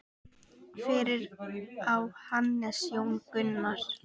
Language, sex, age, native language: Icelandic, female, 10, Icelandic